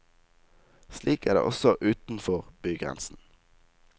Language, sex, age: Norwegian, male, 19